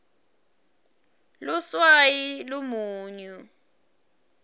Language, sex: Swati, female